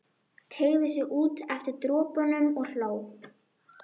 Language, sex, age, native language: Icelandic, female, 12, Icelandic